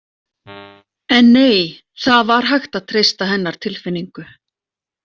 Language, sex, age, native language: Icelandic, female, 40-49, Icelandic